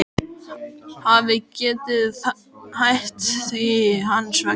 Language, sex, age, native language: Icelandic, male, 12, Icelandic